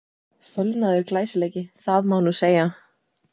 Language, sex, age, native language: Icelandic, female, 20-29, Icelandic